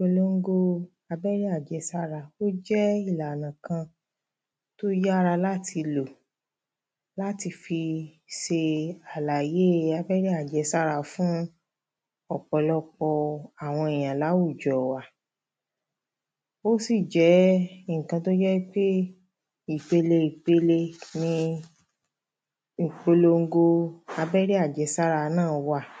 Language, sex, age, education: Yoruba, female, 30-45, primary